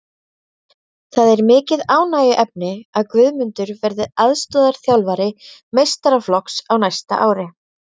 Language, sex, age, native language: Icelandic, female, 30-39, Icelandic